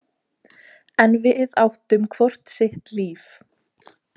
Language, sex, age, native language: Icelandic, female, 18-19, Icelandic